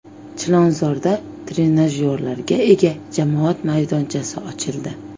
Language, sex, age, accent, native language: Uzbek, female, 25-34, Toshkent viloyati, Uzbek